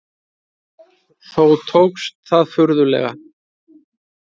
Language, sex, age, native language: Icelandic, male, 30-39, Icelandic